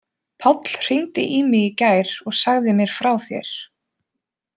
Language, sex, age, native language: Icelandic, female, 20-29, Icelandic